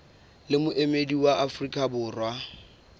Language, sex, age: Southern Sotho, male, 22